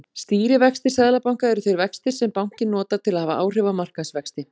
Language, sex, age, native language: Icelandic, female, 40-49, Icelandic